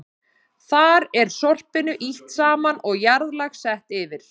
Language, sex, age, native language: Icelandic, male, 30-39, Icelandic